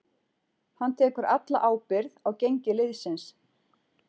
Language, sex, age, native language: Icelandic, female, 40-49, Icelandic